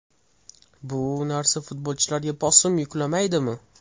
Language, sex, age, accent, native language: Uzbek, male, 18-24, Toshkent shahri, Uzbek